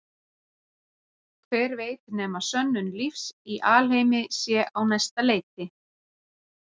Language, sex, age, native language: Icelandic, female, 40-49, Icelandic